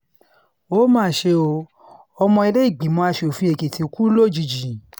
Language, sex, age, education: Yoruba, female, 30-45, tertiary